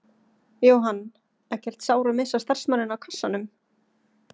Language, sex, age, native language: Icelandic, female, 30-39, Icelandic